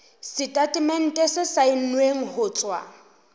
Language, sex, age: Southern Sotho, female, 23